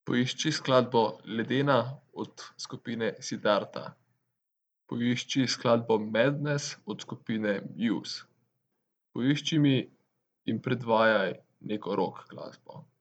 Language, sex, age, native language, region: Slovenian, male, 18-29, Slovenian, Central Slovenia